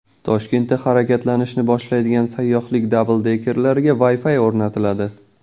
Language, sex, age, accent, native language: Uzbek, male, 19-29, Toshkent viloyati, Kazakh